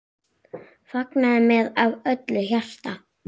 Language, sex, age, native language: Icelandic, female, 7, Icelandic